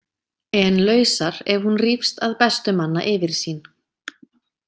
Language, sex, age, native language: Icelandic, female, 30-39, Icelandic